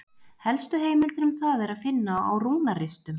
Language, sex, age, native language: Icelandic, female, 40-49, Icelandic